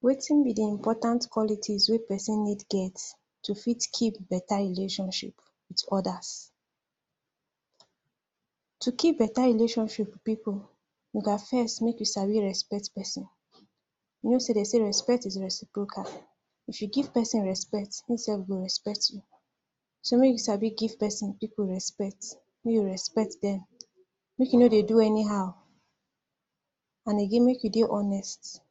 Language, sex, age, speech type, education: Nigerian Pidgin, female, 46-60, spontaneous, tertiary